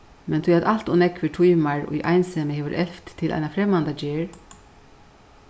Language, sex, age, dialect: Faroese, female, 61+, Suðurstreymoy